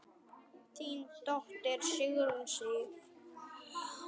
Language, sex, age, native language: Icelandic, male, 9, Icelandic